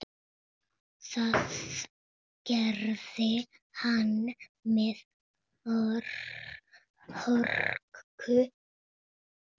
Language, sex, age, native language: Icelandic, female, 8, Spanish